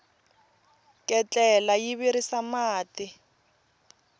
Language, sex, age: Tsonga, female, 20